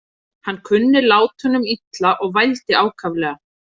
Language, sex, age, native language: Icelandic, female, 30-39, Icelandic